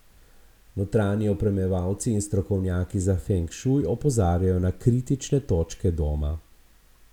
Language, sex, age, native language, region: Slovenian, male, 50-59, Slovenian, Abroad